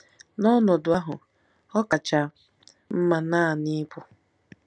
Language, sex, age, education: Igbo, female, 15-29, tertiary